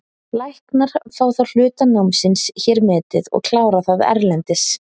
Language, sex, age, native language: Icelandic, female, 30-39, Icelandic